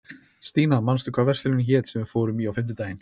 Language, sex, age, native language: Icelandic, male, 30-39, Icelandic